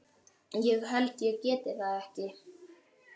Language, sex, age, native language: Icelandic, male, 12, Icelandic